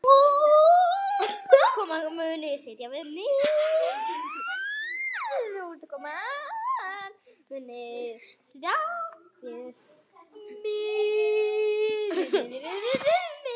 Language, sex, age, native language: Icelandic, female, 8, Icelandic